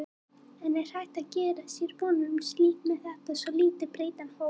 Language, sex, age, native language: Icelandic, female, 18-19, Icelandic